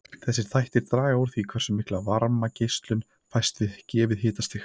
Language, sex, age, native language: Icelandic, male, 30-39, Icelandic